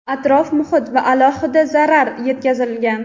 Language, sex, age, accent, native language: Uzbek, female, 12-17, Toshkent shahri, Uzbek